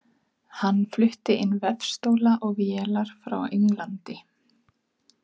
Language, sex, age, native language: Icelandic, female, 30-39, Icelandic